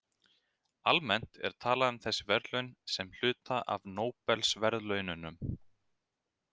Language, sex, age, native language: Icelandic, male, 30-39, Icelandic